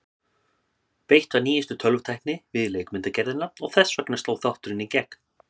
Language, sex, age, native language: Icelandic, male, 30-39, Icelandic